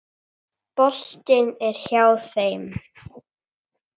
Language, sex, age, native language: Icelandic, female, 8, Icelandic